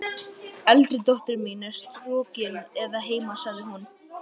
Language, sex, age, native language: Icelandic, male, 12, Icelandic